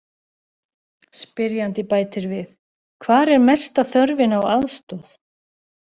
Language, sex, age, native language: Icelandic, female, 40-49, Icelandic